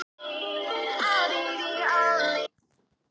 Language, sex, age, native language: Icelandic, other, 18-19, Icelandic